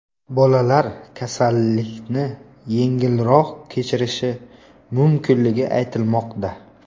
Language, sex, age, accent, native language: Uzbek, male, 25-34, Buxoro, Uzbek